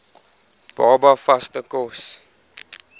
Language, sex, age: Afrikaans, male, 20